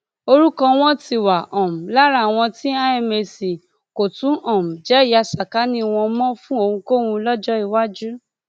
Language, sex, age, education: Yoruba, female, 30-45, tertiary